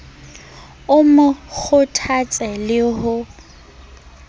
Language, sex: Southern Sotho, female